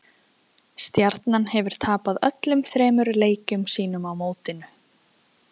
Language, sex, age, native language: Icelandic, female, 20-29, Icelandic